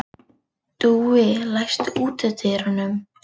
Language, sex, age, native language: Icelandic, female, 40-49, Icelandic